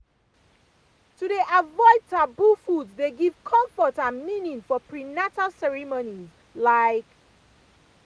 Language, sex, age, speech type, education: Nigerian Pidgin, female, 30-45, spontaneous, tertiary